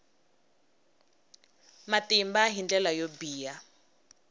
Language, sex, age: Tsonga, female, 19